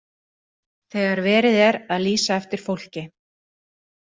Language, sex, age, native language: Icelandic, female, 40-49, Icelandic